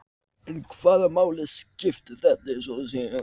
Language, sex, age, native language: Icelandic, male, 14, Icelandic